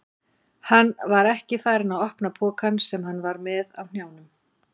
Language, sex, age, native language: Icelandic, female, 40-49, Icelandic